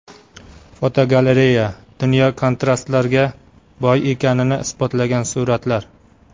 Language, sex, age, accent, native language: Uzbek, male, 25-34, Qashqadaryo, Uzbek